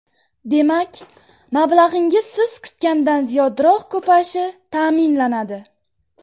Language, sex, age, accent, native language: Uzbek, female, 12-17, Jizzax, Uzbek